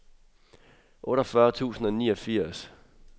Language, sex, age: Danish, male, 23